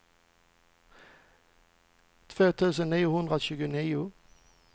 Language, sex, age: Swedish, male, 40